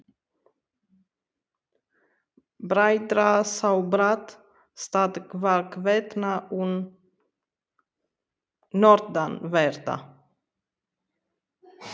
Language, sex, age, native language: Icelandic, female, 30-39, Romanian